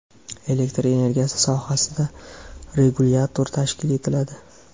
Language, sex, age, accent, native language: Uzbek, male, 18-24, Farg'ona, Uzbek